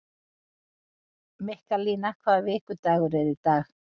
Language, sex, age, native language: Icelandic, female, 40-49, Icelandic